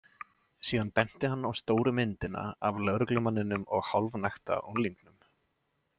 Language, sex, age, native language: Icelandic, male, 20-29, Icelandic